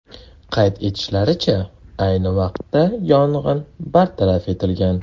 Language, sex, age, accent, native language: Uzbek, male, 18-24, Toshkent shahri, Uzbek